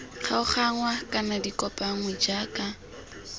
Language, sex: Tswana, female